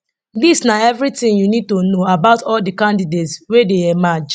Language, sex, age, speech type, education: Nigerian Pidgin, female, 30-45, spontaneous, tertiary